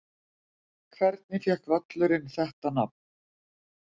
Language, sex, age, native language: Icelandic, female, 50-59, Icelandic